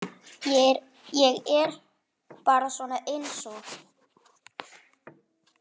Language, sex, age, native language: Icelandic, male, 9, Icelandic